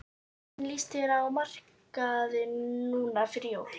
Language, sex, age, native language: Icelandic, female, 12, Icelandic